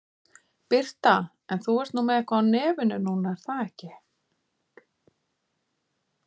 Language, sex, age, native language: Icelandic, female, 50-59, Icelandic